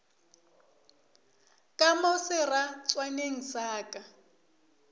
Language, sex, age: Northern Sotho, female, 24